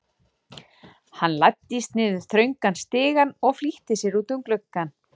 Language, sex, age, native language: Icelandic, female, 40-49, Icelandic